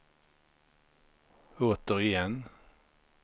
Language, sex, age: Swedish, male, 53